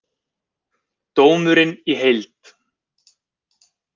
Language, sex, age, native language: Icelandic, male, 20-29, Icelandic